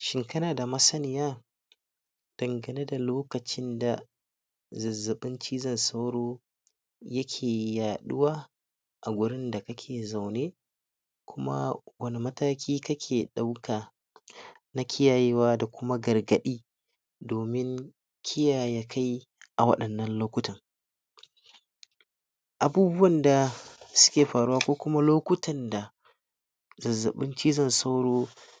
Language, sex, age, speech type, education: Hausa, male, 60+, spontaneous, tertiary